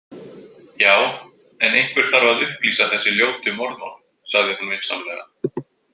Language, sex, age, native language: Icelandic, male, 20-29, Icelandic